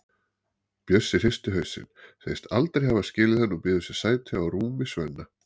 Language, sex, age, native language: Icelandic, male, 40-49, Icelandic